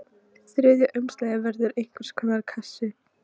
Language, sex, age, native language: Icelandic, female, 13, Polish